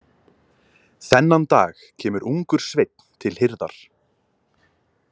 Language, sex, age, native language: Icelandic, male, 20-29, Icelandic